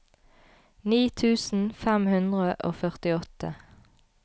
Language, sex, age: Norwegian, female, 33